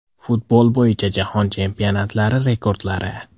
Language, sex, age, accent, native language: Uzbek, male, 18-24, Andijon, Uzbek